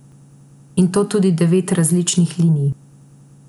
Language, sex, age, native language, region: Slovenian, female, 18-29, Slovenian, Central Slovenia